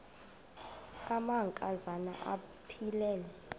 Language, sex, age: Xhosa, female, 26